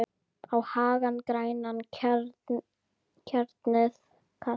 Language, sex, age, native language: Icelandic, female, 10, Icelandic